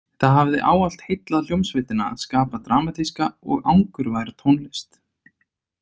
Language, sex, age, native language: Icelandic, male, 30-39, Icelandic